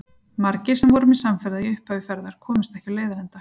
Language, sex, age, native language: Icelandic, female, 40-49, Icelandic